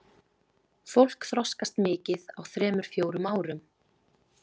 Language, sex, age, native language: Icelandic, female, 20-29, Icelandic